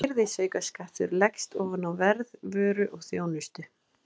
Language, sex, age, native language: Icelandic, female, 20-29, Icelandic